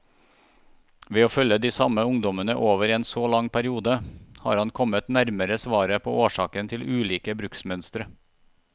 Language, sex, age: Norwegian, male, 41